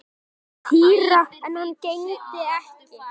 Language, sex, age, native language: Icelandic, male, 10, Icelandic